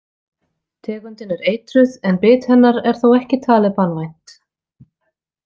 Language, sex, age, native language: Icelandic, female, 40-49, Icelandic